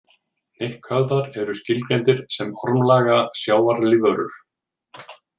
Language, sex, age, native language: Icelandic, male, 40-49, Icelandic